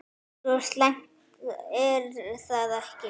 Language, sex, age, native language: Icelandic, female, 10, Icelandic